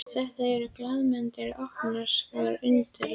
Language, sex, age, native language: Icelandic, female, 11, Icelandic